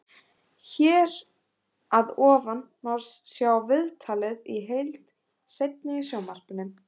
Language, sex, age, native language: Icelandic, other, 18-19, Icelandic